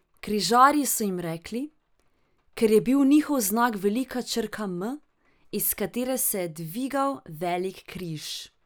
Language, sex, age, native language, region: Slovenian, female, 18-29, Slovenian, Drava region